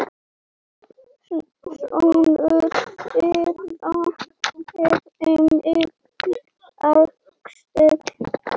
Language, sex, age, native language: Icelandic, male, 8, Icelandic